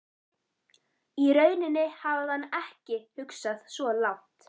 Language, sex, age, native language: Icelandic, female, 11, Icelandic